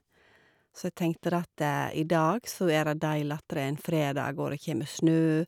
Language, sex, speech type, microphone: Norwegian, female, spontaneous, Shure